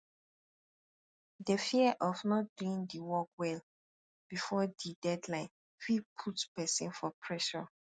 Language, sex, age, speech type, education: Nigerian Pidgin, female, 15-29, spontaneous, tertiary